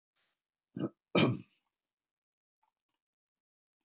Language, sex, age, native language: Icelandic, male, 70-79, Icelandic